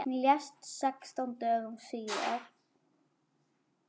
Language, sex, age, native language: Icelandic, female, 10, Icelandic